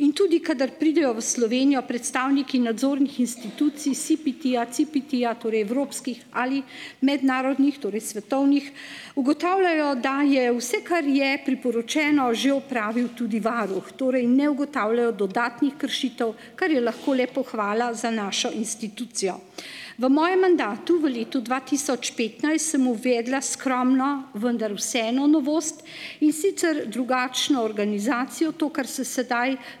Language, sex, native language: Slovenian, female, Slovenian